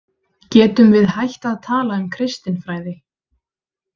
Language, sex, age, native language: Icelandic, female, 30-39, Icelandic